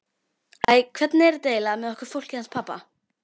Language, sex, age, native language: Icelandic, female, 12, Icelandic